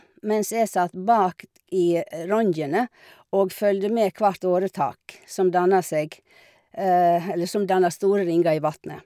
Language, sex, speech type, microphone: Norwegian, female, spontaneous, Shure